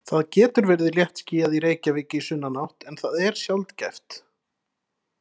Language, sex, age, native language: Icelandic, male, 30-39, Icelandic